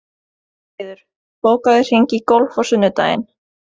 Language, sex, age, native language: Icelandic, female, 20-29, Norwegian